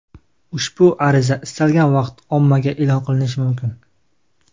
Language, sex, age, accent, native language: Uzbek, male, 19-29, Qashqadaryo, Uzbek